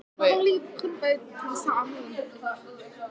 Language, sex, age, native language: Icelandic, female, 14, Icelandic